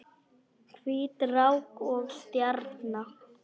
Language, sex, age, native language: Icelandic, male, 10, Polish